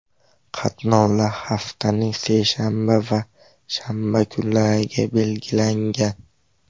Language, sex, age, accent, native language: Uzbek, male, 12-17, Farg'ona, Uzbek